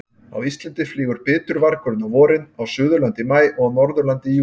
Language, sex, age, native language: Icelandic, male, 30-39, Icelandic